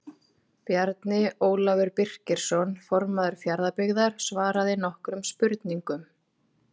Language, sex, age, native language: Icelandic, female, 30-39, Icelandic